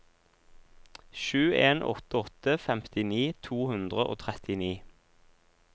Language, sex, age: Norwegian, male, 26